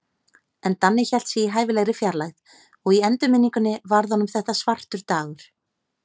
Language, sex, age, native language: Icelandic, female, 30-39, Icelandic